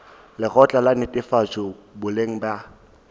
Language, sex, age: Northern Sotho, male, 18